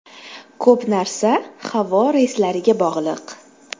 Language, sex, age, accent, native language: Uzbek, female, 19-29, Toshkent shahri, Uzbek